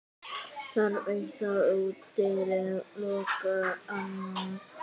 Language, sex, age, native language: Icelandic, female, 9, Icelandic